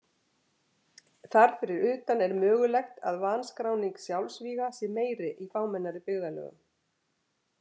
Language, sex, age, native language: Icelandic, female, 50-59, Icelandic